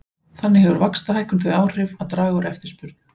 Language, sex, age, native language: Icelandic, female, 40-49, Icelandic